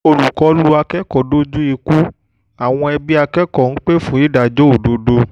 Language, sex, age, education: Yoruba, male, 15-29, tertiary